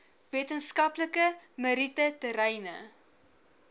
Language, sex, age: Afrikaans, female, 19